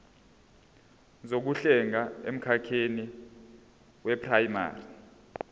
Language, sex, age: Zulu, male, 22